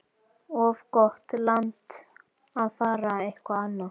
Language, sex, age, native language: Icelandic, female, 12, Icelandic